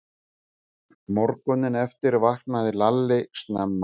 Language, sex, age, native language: Icelandic, male, 50-59, Icelandic